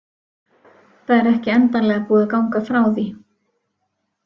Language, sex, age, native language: Icelandic, female, 40-49, Icelandic